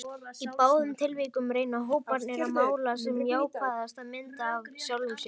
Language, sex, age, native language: Icelandic, female, 18-19, Icelandic